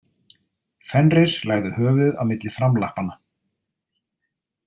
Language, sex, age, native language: Icelandic, male, 30-39, Icelandic